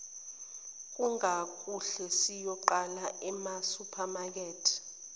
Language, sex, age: Zulu, female, 29